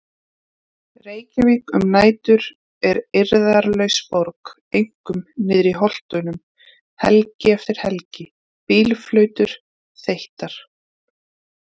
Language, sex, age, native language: Icelandic, female, 30-39, Icelandic